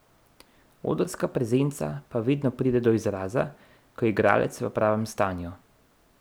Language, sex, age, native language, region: Slovenian, male, 30-49, Slovenian, Central Slovenia